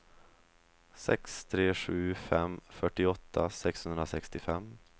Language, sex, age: Swedish, male, 23